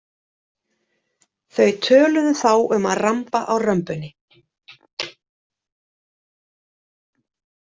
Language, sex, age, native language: Icelandic, female, 40-49, Icelandic